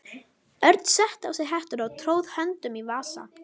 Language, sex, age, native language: Icelandic, female, 11, Icelandic